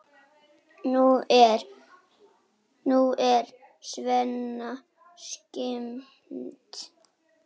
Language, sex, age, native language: Icelandic, male, 8, Icelandic